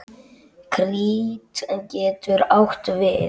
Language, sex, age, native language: Icelandic, male, 9, Icelandic